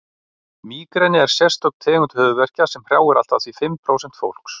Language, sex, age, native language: Icelandic, male, 40-49, Icelandic